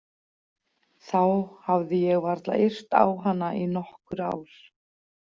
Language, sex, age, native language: Icelandic, female, 40-49, Icelandic